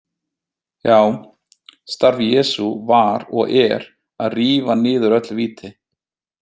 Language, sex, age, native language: Icelandic, male, 30-39, Icelandic